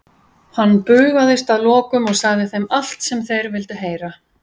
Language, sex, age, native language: Icelandic, female, 50-59, Icelandic